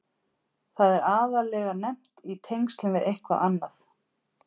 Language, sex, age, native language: Icelandic, female, 50-59, Icelandic